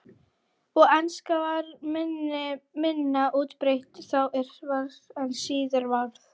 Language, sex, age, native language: Icelandic, female, 40-49, Icelandic